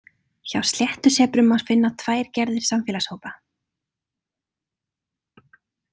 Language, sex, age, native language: Icelandic, female, 30-39, Icelandic